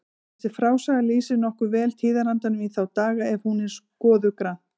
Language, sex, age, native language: Icelandic, female, 40-49, Icelandic